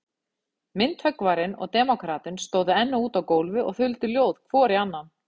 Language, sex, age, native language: Icelandic, female, 50-59, Icelandic